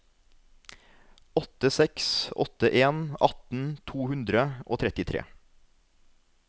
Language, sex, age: Norwegian, male, 33